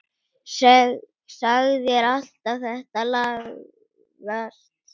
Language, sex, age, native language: Icelandic, female, 7, Icelandic